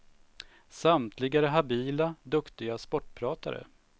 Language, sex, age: Swedish, male, 45